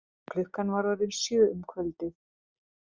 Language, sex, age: Icelandic, female, 30-39